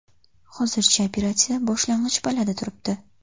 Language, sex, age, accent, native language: Uzbek, female, under 19, Farg'ona, Uzbek